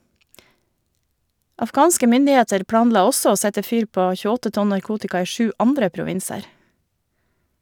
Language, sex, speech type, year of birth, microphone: Norwegian, female, read, 1973, Shure